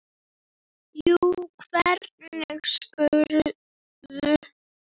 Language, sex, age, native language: Icelandic, female, 9, Icelandic